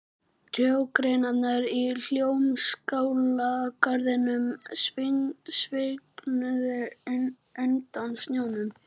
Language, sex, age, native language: Icelandic, male, 11, Icelandic